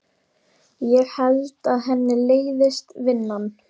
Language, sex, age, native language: Icelandic, female, 12, Icelandic